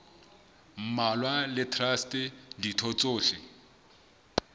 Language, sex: Southern Sotho, male